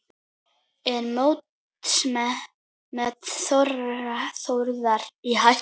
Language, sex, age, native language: Icelandic, female, 9, Icelandic